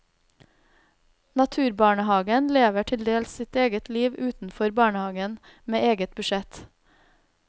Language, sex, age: Norwegian, female, 32